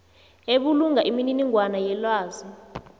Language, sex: South Ndebele, female